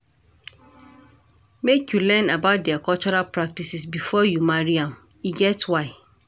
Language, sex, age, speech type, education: Nigerian Pidgin, female, 46-60, read, tertiary